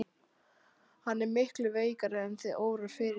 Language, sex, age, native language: Icelandic, female, 12, Icelandic